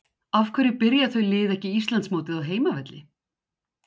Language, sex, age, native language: Icelandic, female, 60-69, Icelandic